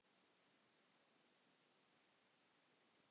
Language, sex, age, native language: Icelandic, male, 9, Icelandic